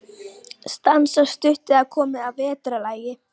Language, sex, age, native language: Icelandic, female, 11, Icelandic